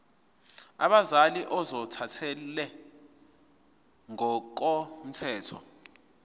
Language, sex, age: Zulu, male, 22